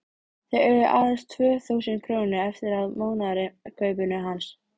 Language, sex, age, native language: Icelandic, female, 13, Icelandic